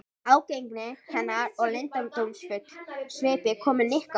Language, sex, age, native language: Icelandic, female, 13, Icelandic